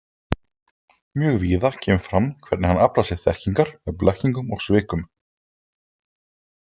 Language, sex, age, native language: Icelandic, male, 20-29, Icelandic